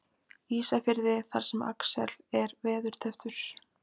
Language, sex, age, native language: Icelandic, female, 20-29, Icelandic